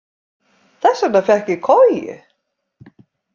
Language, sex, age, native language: Icelandic, female, 50-59, Icelandic